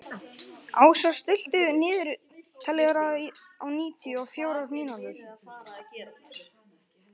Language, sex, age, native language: Icelandic, male, 11, Icelandic